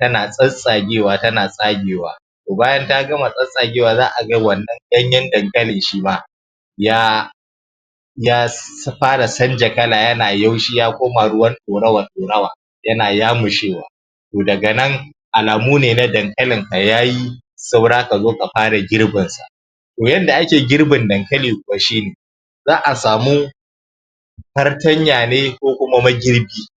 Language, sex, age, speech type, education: Hausa, male, 15-29, spontaneous, primary